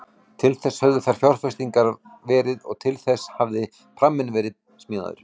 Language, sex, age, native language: Icelandic, male, 40-49, Icelandic